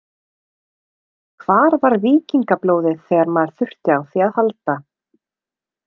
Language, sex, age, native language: Icelandic, female, 30-39, Icelandic